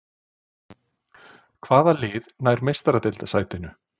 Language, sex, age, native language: Icelandic, male, 40-49, Icelandic